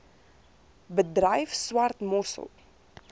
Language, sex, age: Afrikaans, female, 23